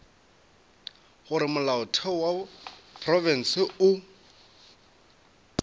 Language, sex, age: Northern Sotho, male, 22